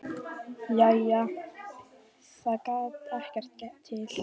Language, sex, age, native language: Icelandic, female, 12, Icelandic